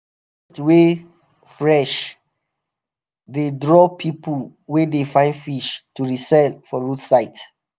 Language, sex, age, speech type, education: Nigerian Pidgin, male, 30-45, spontaneous, tertiary